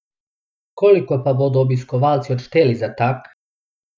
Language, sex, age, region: Slovenian, male, 18-29, Abroad